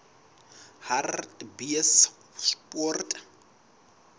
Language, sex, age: Southern Sotho, male, 19